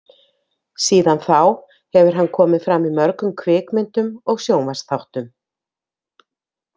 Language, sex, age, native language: Icelandic, female, 50-59, Icelandic